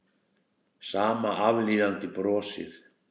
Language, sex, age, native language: Icelandic, male, 60-69, Icelandic